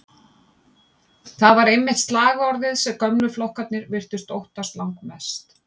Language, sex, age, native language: Icelandic, female, 50-59, Icelandic